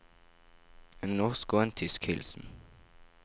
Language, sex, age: Norwegian, male, 17